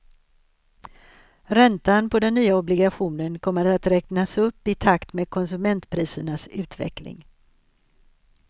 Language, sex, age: Swedish, female, 63